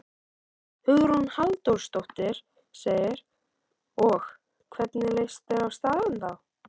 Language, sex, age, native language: Icelandic, male, 13, Icelandic